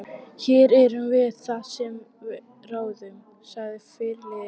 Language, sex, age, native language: Icelandic, female, 12, Icelandic